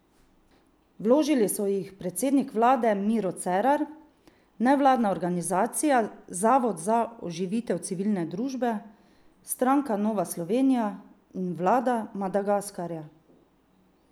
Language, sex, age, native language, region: Slovenian, female, 30-49, Slovenian, Drava region